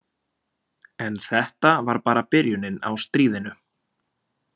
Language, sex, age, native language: Icelandic, male, 20-29, Icelandic